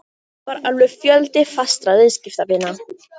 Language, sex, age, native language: Icelandic, female, 18-19, Icelandic